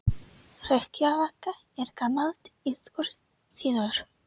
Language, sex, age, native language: Icelandic, female, 30-39, Icelandic